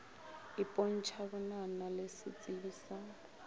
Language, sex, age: Northern Sotho, female, 22